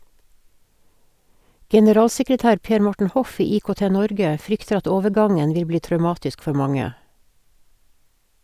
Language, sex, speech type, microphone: Norwegian, female, read, Sennheiser